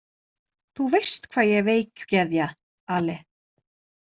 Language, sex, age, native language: Icelandic, female, 30-39, Icelandic